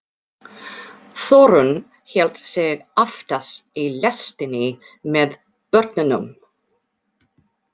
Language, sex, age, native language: Icelandic, female, 40-49, English